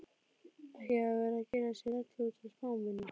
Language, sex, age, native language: Icelandic, female, 12, Icelandic